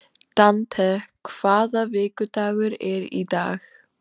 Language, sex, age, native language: Icelandic, female, 12, Icelandic